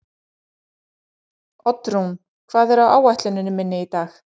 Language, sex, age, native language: Icelandic, female, 40-49, Icelandic